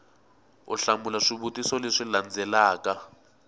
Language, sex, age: Tsonga, male, 18